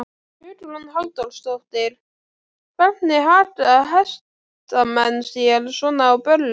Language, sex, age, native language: Icelandic, female, 12, Icelandic